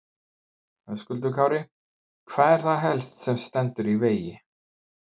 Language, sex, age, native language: Icelandic, male, 50-59, Icelandic